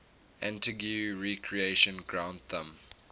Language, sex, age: English, male, 18